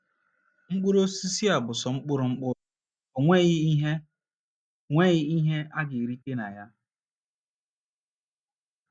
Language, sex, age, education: Igbo, male, 30-45, tertiary